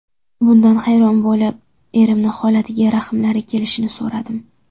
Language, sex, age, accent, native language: Uzbek, female, under 19, Samarqand, Uzbek